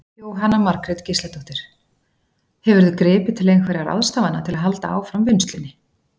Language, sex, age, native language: Icelandic, female, 40-49, Icelandic